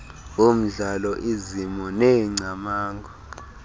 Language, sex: Xhosa, male